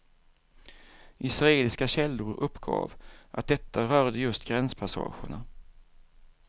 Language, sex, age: Swedish, male, 47